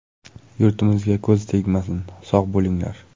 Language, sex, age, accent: Uzbek, male, 18-24, Qoraqalpog'iston